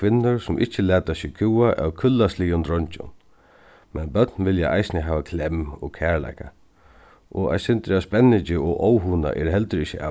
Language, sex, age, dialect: Faroese, male, 36-60, Suðuroy